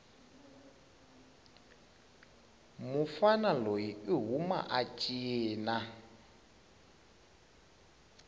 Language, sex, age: Tsonga, male, 20